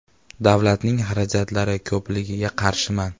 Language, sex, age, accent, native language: Uzbek, male, 18-24, Farg'ona, Uzbek